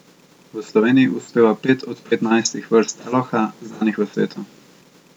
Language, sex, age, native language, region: Slovenian, male, 18-29, Slovenian, Central Slovenia